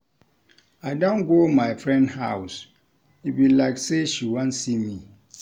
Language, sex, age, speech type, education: Nigerian Pidgin, male, 46-60, read, tertiary